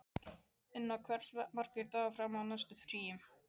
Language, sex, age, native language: Icelandic, male, 12, Icelandic